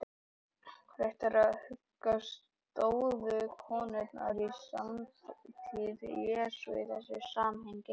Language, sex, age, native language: Icelandic, male, 18-19, Icelandic